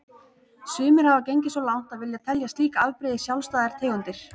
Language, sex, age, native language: Icelandic, female, 30-39, Icelandic